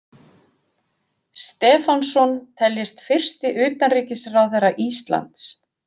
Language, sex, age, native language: Icelandic, female, 50-59, Icelandic